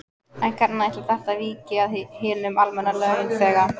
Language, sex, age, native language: Icelandic, female, 14, Icelandic